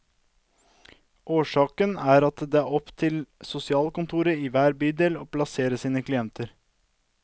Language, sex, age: Norwegian, male, 32